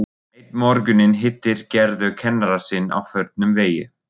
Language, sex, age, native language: Icelandic, male, 40-49, German